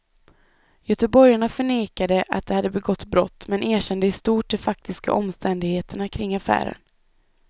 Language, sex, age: Swedish, female, 25